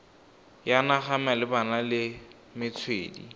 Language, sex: Tswana, male